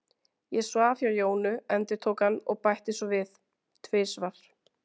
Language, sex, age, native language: Icelandic, female, 20-29, Icelandic